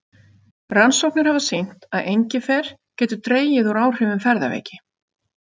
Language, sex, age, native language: Icelandic, female, 50-59, Icelandic